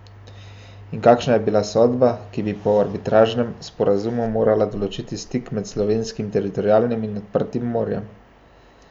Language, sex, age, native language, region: Slovenian, male, 18-29, Slovenian, Central Slovenia